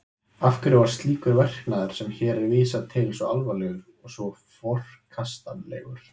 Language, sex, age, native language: Icelandic, male, 20-29, Icelandic